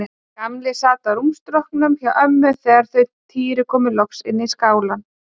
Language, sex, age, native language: Icelandic, female, 30-39, Icelandic